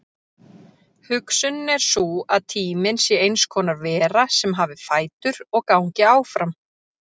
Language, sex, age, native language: Icelandic, female, 30-39, Icelandic